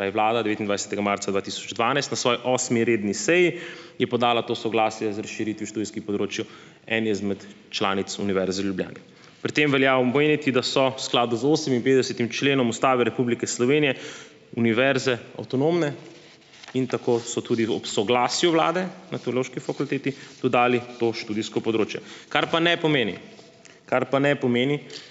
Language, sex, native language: Slovenian, male, Slovenian